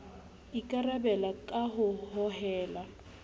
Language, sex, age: Southern Sotho, female, 35